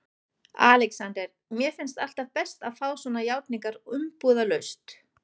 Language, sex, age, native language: Icelandic, female, 40-49, German